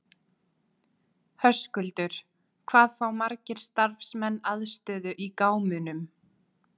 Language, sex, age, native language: Icelandic, female, 20-29, Icelandic